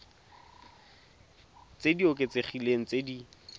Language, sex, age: Tswana, male, 22